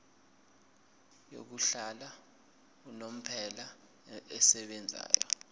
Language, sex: Zulu, male